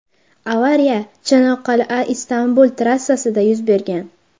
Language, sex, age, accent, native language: Uzbek, female, under 19, Farg'ona, Uzbek